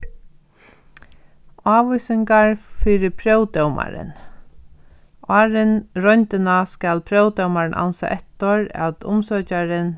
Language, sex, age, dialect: Faroese, female, 36-60, Sandoy